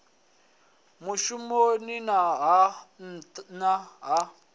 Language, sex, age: Venda, male, 20